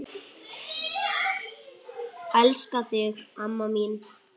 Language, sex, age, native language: Icelandic, male, 8, Icelandic